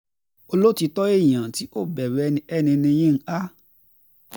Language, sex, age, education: Yoruba, male, 15-29, tertiary